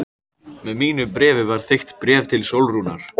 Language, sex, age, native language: Icelandic, male, 14, Icelandic